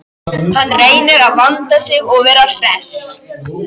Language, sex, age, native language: Icelandic, male, 13, Icelandic